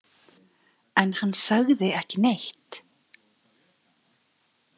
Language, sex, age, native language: Icelandic, female, 30-39, Icelandic